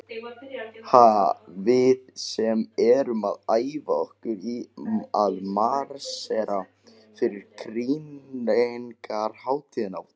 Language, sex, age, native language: Icelandic, male, 18-19, Icelandic